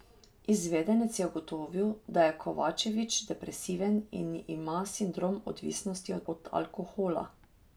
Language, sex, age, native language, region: Slovenian, female, 30-49, Slovenian, Drava region